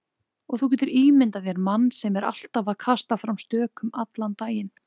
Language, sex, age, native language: Icelandic, female, 20-29, Icelandic